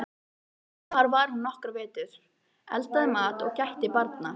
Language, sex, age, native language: Icelandic, female, 13, Icelandic